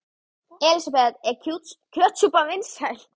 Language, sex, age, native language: Icelandic, female, 13, Icelandic